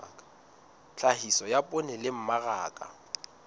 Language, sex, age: Southern Sotho, male, 19